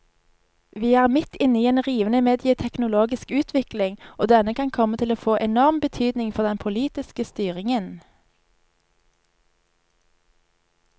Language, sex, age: Norwegian, female, 25